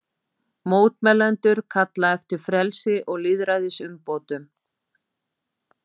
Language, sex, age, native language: Icelandic, female, 50-59, Icelandic